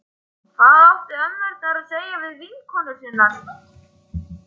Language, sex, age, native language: Icelandic, male, 11, Icelandic